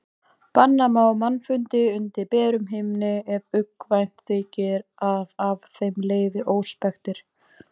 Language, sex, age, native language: Icelandic, female, 20-29, Icelandic